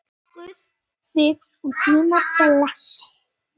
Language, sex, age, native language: Icelandic, female, 8, Icelandic